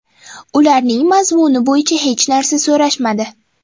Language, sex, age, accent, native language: Uzbek, female, 12-17, Toshkent shahri, Uzbek